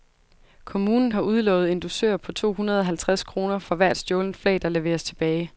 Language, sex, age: Danish, female, 22